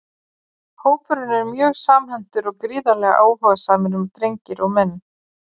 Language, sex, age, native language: Icelandic, female, 40-49, Icelandic